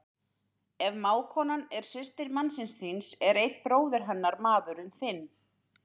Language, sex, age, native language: Icelandic, female, 30-39, Icelandic